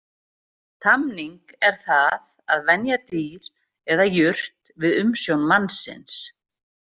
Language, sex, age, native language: Icelandic, female, 40-49, Icelandic